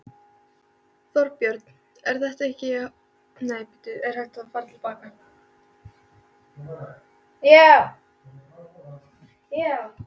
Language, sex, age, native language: Icelandic, female, 13, Icelandic